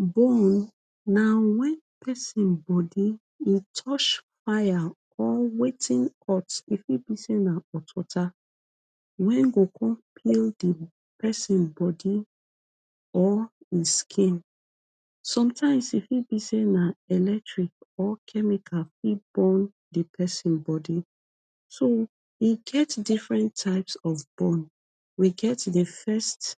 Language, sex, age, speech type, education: Nigerian Pidgin, female, 30-45, spontaneous, tertiary